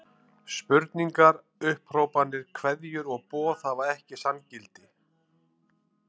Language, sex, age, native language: Icelandic, male, 50-59, Icelandic